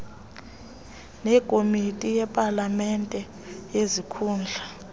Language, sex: Xhosa, female